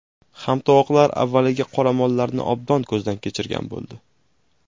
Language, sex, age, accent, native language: Uzbek, male, 18-24, Jizzax, Uzbek